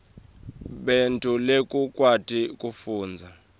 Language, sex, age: Swati, male, 23